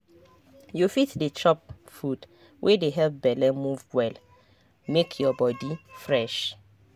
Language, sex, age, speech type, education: Nigerian Pidgin, female, 30-45, spontaneous, tertiary